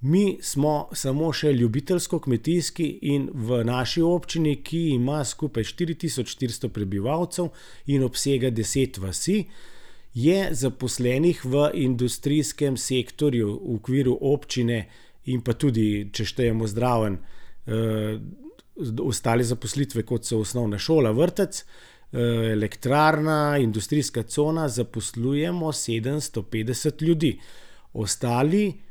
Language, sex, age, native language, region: Slovenian, male, 60+, Slovenian, Gorenjska region